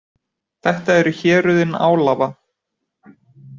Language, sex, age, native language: Icelandic, male, 20-29, Icelandic